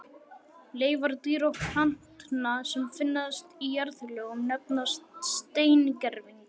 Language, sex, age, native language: Icelandic, male, 11, Icelandic